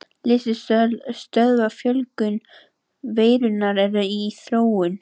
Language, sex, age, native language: Icelandic, female, 18-19, Icelandic